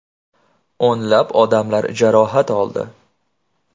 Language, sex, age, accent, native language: Uzbek, male, 25-34, Andijon, Uzbek